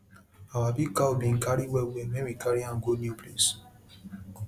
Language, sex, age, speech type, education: Nigerian Pidgin, female, 30-45, spontaneous, tertiary